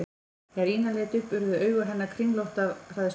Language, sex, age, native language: Icelandic, female, 14, Icelandic